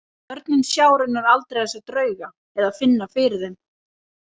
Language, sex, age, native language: Icelandic, female, 30-39, Icelandic